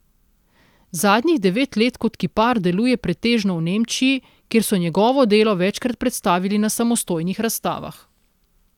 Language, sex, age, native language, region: Slovenian, female, 30-49, Slovenian, Central Slovenia